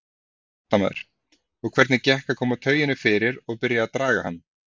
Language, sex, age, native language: Icelandic, male, 30-39, Icelandic